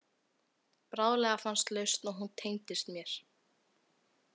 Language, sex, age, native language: Icelandic, female, 18-19, Icelandic